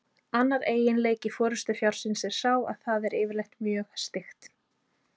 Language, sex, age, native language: Icelandic, female, 30-39, Icelandic